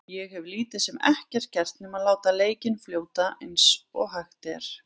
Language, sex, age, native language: Icelandic, female, 20-29, Icelandic